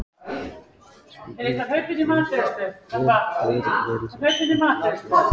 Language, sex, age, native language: Icelandic, male, 14, Icelandic